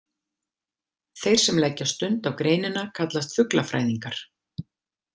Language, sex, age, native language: Icelandic, female, 50-59, Icelandic